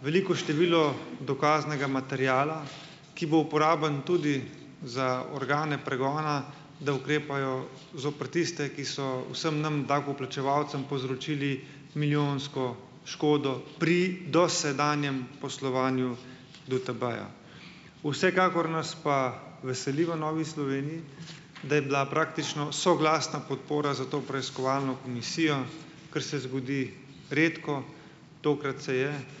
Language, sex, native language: Slovenian, male, Slovenian